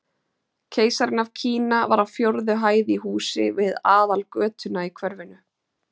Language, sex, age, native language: Icelandic, female, 30-39, Icelandic